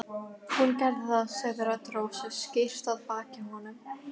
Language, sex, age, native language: Icelandic, female, 12, Icelandic